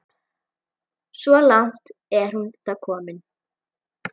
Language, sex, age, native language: Icelandic, female, 11, Icelandic